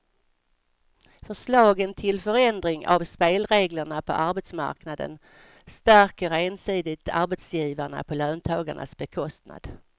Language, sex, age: Swedish, female, 55